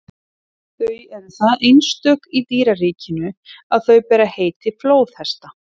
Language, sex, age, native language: Icelandic, female, 30-39, Icelandic